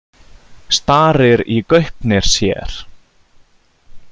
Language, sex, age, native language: Icelandic, male, 30-39, Icelandic